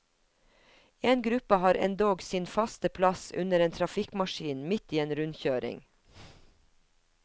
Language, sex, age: Norwegian, female, 50